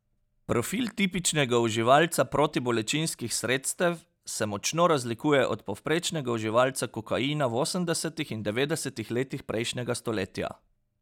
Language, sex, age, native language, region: Slovenian, male, 30-49, Slovenian, Pomurje region